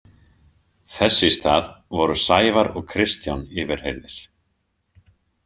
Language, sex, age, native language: Icelandic, male, 50-59, Icelandic